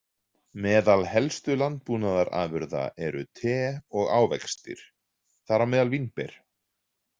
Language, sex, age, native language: Icelandic, male, 40-49, Icelandic